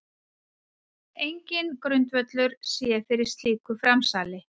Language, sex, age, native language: Icelandic, female, 40-49, Icelandic